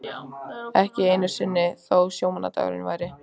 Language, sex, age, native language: Icelandic, female, 14, Icelandic